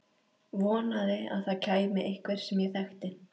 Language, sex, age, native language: Icelandic, female, 13, Icelandic